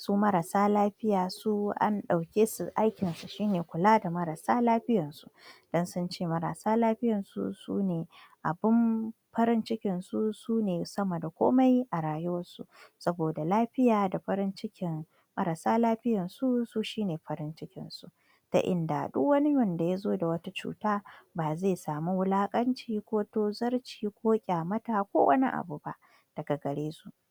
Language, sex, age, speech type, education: Hausa, female, 46-60, spontaneous, tertiary